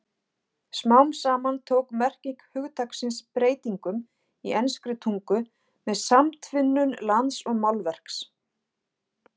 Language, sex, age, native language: Icelandic, female, 40-49, Icelandic